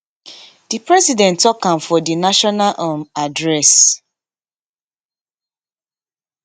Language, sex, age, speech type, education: Nigerian Pidgin, female, 15-29, spontaneous, tertiary